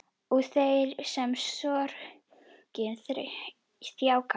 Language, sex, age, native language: Icelandic, female, 10, Icelandic